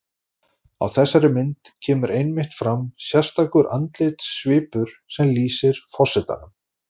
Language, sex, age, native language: Icelandic, male, 40-49, Icelandic